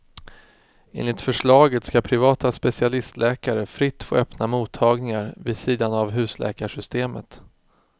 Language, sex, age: Swedish, male, 36